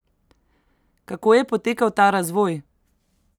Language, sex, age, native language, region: Slovenian, female, 18-29, Slovenian, Central Slovenia